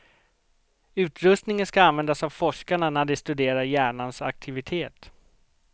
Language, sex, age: Swedish, male, 38